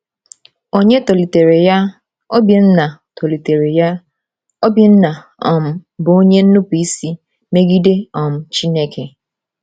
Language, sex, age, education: Igbo, female, 15-29, tertiary